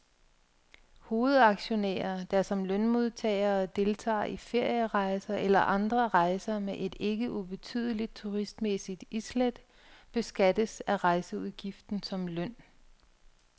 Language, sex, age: Danish, female, 42